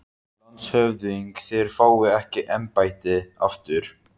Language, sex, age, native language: Icelandic, male, 13, Icelandic